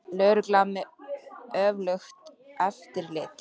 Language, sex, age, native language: Icelandic, female, 18-19, Icelandic